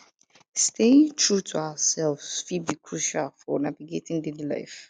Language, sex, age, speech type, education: Nigerian Pidgin, female, 15-29, spontaneous, tertiary